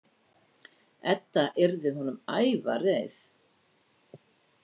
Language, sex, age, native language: Icelandic, female, 60-69, Icelandic